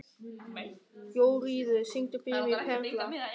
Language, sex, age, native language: Icelandic, male, 13, German